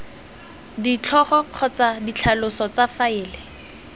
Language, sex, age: Tswana, female, 18